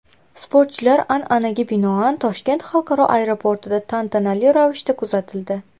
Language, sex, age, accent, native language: Uzbek, female, 18-24, Toshkent viloyati, Uzbek